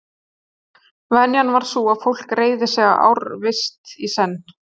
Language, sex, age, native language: Icelandic, female, 30-39, Icelandic